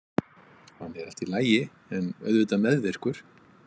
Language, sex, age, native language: Icelandic, male, 50-59, Icelandic